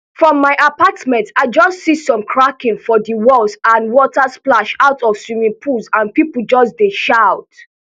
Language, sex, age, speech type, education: Nigerian Pidgin, female, 15-29, spontaneous, tertiary